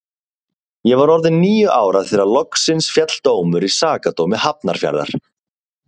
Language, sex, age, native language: Icelandic, male, 30-39, Icelandic